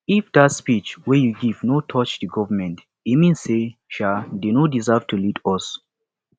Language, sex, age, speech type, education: Nigerian Pidgin, male, 15-29, spontaneous, tertiary